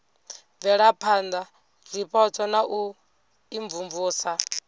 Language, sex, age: Venda, female, 22